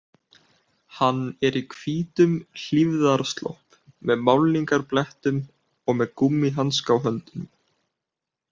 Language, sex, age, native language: Icelandic, male, 18-19, Icelandic